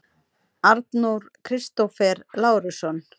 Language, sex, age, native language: Icelandic, female, 30-39, Icelandic